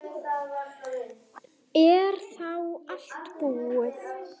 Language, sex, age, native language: Icelandic, female, 8, Icelandic